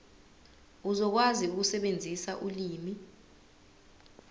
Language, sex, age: Zulu, female, 20